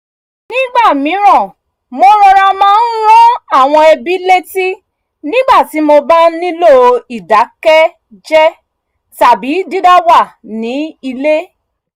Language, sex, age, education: Yoruba, female, 30-45, tertiary